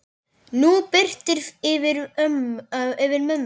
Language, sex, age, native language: Icelandic, male, 10, Icelandic